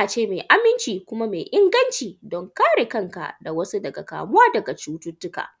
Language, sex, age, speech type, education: Hausa, female, 15-29, spontaneous, tertiary